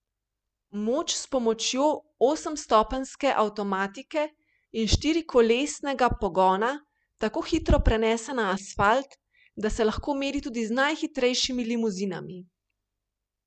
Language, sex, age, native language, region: Slovenian, female, 30-49, Slovenian, Primorsko-notranjska region